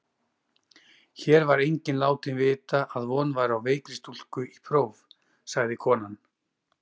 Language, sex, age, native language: Icelandic, male, 40-49, Icelandic